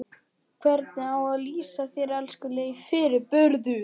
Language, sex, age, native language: Icelandic, male, 11, Icelandic